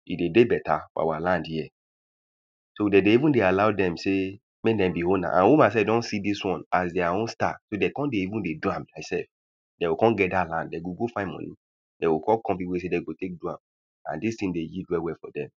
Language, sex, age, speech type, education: Nigerian Pidgin, male, 30-45, spontaneous, primary